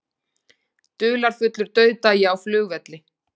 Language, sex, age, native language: Icelandic, female, 40-49, Icelandic